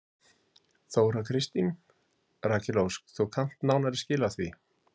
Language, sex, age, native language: Icelandic, male, 50-59, Icelandic